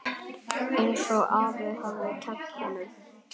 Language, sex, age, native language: Icelandic, male, 9, Icelandic